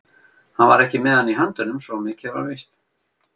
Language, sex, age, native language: Icelandic, male, 50-59, Icelandic